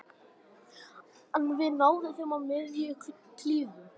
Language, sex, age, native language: Icelandic, male, 18-19, Icelandic